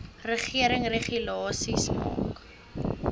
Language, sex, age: Afrikaans, female, 20